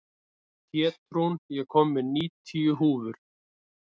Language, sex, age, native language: Icelandic, male, 30-39, Icelandic